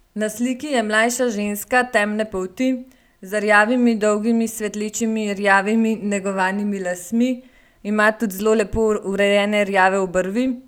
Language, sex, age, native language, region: Slovenian, female, 18-29, Slovenian, Gorenjska region